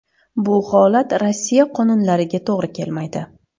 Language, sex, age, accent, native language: Uzbek, female, 25-34, Surxondaryo, Uzbek